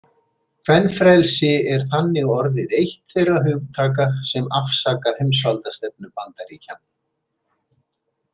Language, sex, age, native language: Icelandic, male, 70-79, Icelandic